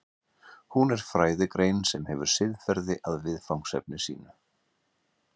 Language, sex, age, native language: Icelandic, male, 50-59, Icelandic